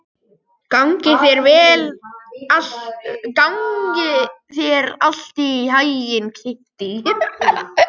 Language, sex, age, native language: Icelandic, male, 18-19, Icelandic